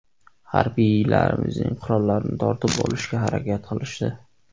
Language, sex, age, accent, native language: Uzbek, male, 18-24, Surxondaryo, Uzbek